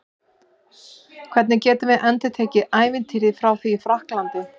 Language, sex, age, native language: Icelandic, male, 11, Icelandic